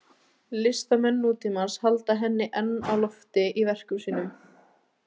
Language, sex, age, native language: Icelandic, female, 18-19, Icelandic